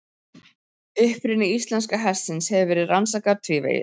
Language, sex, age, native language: Icelandic, female, 30-39, Icelandic